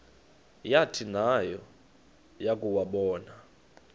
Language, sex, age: Xhosa, male, 35